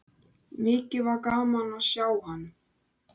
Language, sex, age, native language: Icelandic, male, 13, Icelandic